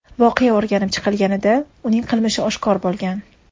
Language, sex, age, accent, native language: Uzbek, female, 25-34, Toshkent shahri, Uzbek